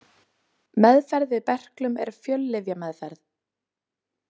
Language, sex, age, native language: Icelandic, female, 20-29, Icelandic